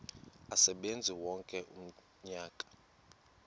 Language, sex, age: Xhosa, male, 19